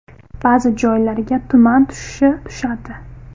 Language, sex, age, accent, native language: Uzbek, female, 19-29, Farg'ona, Uzbek